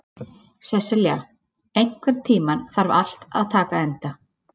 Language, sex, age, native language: Icelandic, female, 30-39, Icelandic